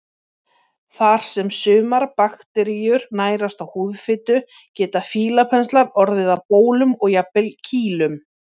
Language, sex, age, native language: Icelandic, female, 40-49, Icelandic